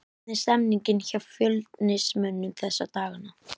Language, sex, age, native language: Icelandic, female, 11, Icelandic